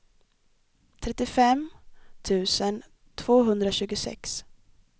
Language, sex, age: Swedish, female, 23